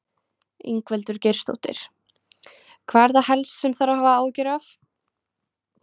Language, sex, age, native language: Icelandic, female, 20-29, Icelandic